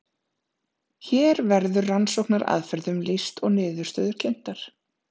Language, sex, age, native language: Icelandic, female, 30-39, Icelandic